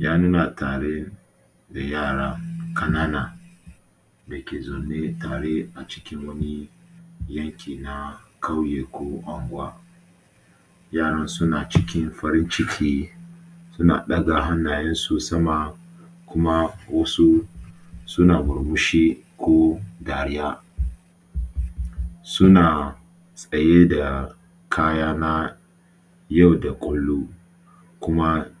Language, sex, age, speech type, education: Hausa, male, 30-45, spontaneous, tertiary